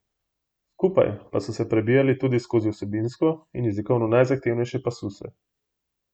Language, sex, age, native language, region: Slovenian, male, 18-29, Slovenian, Gorenjska region